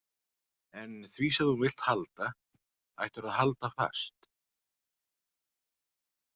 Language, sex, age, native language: Icelandic, male, 40-49, Icelandic